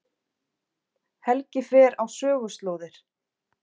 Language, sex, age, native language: Icelandic, female, 40-49, Icelandic